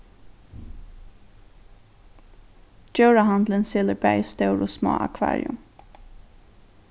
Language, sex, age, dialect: Faroese, female, 15-35, Norðurstreymoy/Eysturoy